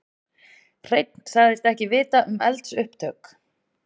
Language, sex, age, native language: Icelandic, female, 30-39, Icelandic